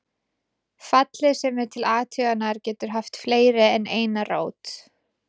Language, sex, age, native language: Icelandic, female, 20-29, Icelandic